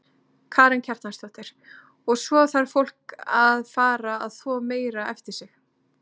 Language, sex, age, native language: Icelandic, female, 30-39, Icelandic